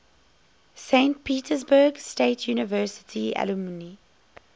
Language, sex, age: English, female, 21